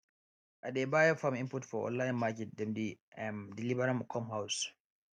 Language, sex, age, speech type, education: Nigerian Pidgin, male, 15-29, spontaneous, tertiary